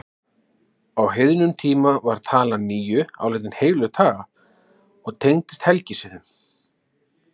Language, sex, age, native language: Icelandic, male, 30-39, Icelandic